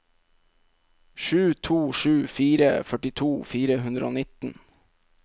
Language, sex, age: Norwegian, male, 27